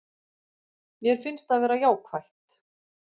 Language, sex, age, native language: Icelandic, female, 50-59, Icelandic